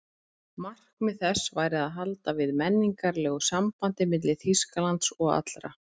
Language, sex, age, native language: Icelandic, female, 30-39, Icelandic